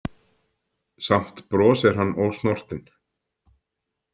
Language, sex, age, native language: Icelandic, male, 50-59, Icelandic